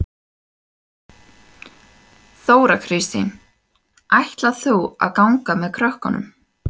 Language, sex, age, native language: Icelandic, female, 18-19, Icelandic